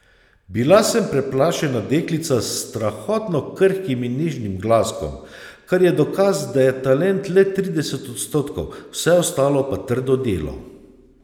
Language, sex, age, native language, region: Slovenian, male, 30-49, Slovenian, Savinja region